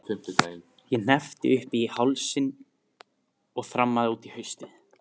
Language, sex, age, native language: Icelandic, male, 15, Icelandic